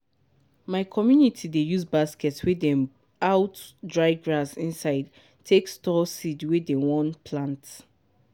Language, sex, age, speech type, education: Nigerian Pidgin, female, 15-29, spontaneous, tertiary